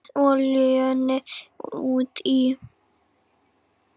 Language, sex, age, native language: Icelandic, male, 7, Icelandic